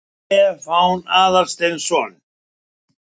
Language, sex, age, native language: Icelandic, male, 70-79, Icelandic